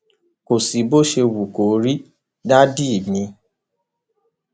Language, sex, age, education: Yoruba, male, 15-29, tertiary